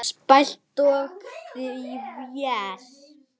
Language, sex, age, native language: Icelandic, male, 8, Icelandic